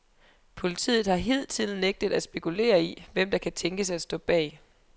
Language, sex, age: Danish, female, 23